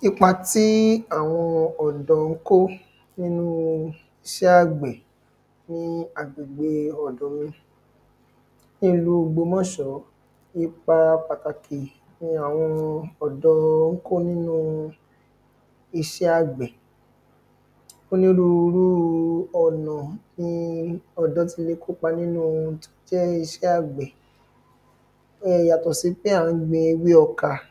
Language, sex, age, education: Yoruba, male, 15-29, secondary